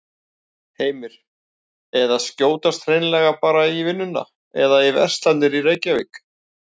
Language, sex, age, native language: Icelandic, male, 40-49, Icelandic